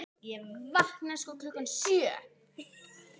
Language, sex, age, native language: Icelandic, female, 9, Icelandic